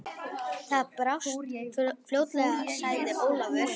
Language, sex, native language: Icelandic, female, Icelandic